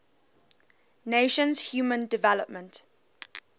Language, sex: English, female